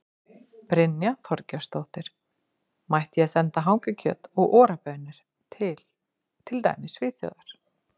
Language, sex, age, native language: Icelandic, female, 50-59, Icelandic